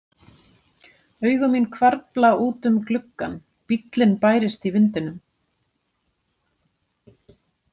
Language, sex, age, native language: Icelandic, female, 40-49, Icelandic